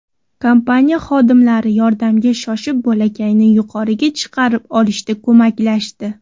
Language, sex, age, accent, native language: Uzbek, female, 19-29, Toshkent viloyati, Uzbek